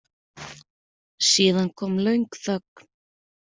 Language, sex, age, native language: Icelandic, female, 30-39, Icelandic